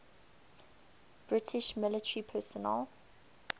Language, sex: English, female